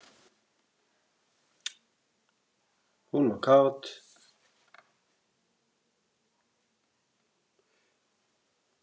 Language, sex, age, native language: Icelandic, female, 9, Icelandic